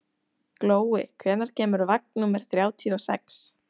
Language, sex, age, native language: Icelandic, female, 18-19, Icelandic